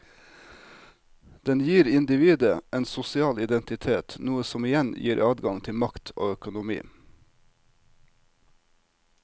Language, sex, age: Norwegian, male, 36